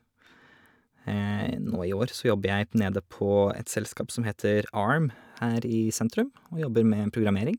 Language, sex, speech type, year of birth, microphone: Norwegian, male, spontaneous, 1988, Shure